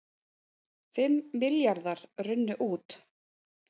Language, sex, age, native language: Icelandic, female, 30-39, Icelandic